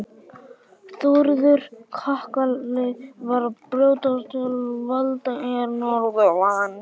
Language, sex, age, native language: Icelandic, male, 11, Icelandic